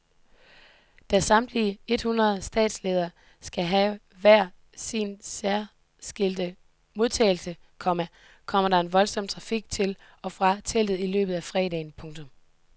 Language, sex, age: Danish, female, 18